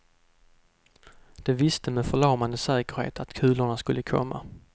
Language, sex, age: Swedish, male, 32